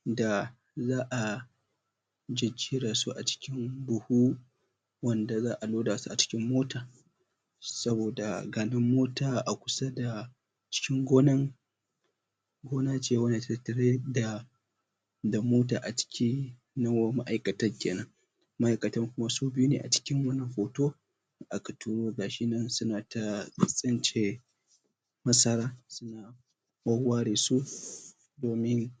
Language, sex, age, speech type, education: Hausa, male, 15-29, spontaneous, primary